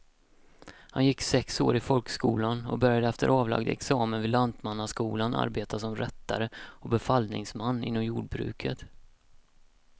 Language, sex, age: Swedish, male, 31